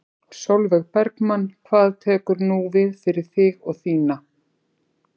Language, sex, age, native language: Icelandic, female, 50-59, Icelandic